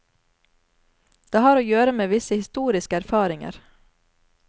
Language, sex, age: Norwegian, female, 34